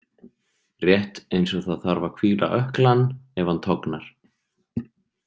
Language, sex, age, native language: Icelandic, male, 30-39, Icelandic